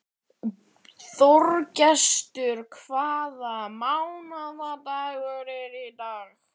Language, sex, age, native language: Icelandic, male, 11, Icelandic